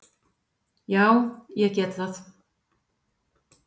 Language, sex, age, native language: Icelandic, female, 50-59, Icelandic